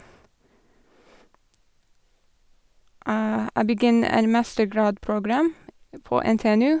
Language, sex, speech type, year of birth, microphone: Norwegian, female, spontaneous, 1987, Sennheiser